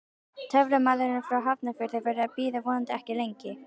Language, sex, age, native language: Icelandic, female, 12, Icelandic